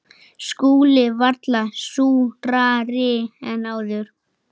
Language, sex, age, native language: Icelandic, male, 8, Icelandic